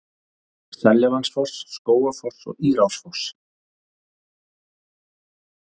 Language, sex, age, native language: Icelandic, male, 30-39, Icelandic